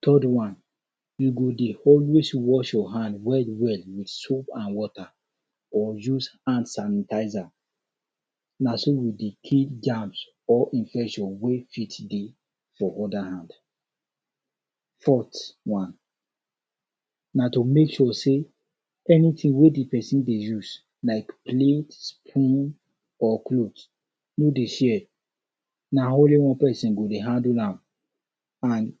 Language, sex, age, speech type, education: Nigerian Pidgin, male, 46-60, spontaneous, tertiary